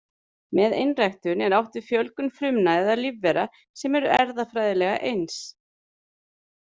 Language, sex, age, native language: Icelandic, female, 30-39, Icelandic